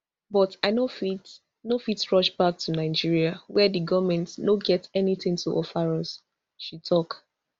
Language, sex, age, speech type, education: Nigerian Pidgin, female, 15-29, spontaneous, tertiary